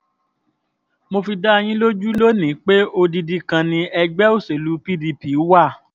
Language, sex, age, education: Yoruba, female, 15-29, tertiary